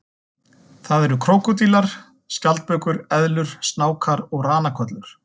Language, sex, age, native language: Icelandic, male, 40-49, Icelandic